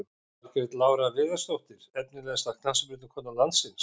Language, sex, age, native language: Icelandic, male, 50-59, Icelandic